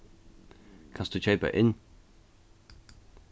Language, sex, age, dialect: Faroese, male, 15-35, Norðuroyggjar